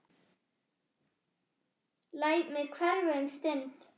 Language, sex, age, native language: Icelandic, female, 10, Icelandic